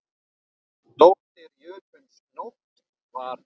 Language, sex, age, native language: Icelandic, male, 9, Icelandic